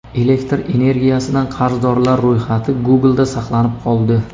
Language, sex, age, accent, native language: Uzbek, male, 25-34, Samarqand, Uzbek